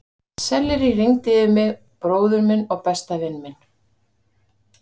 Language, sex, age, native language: Icelandic, female, 50-59, Icelandic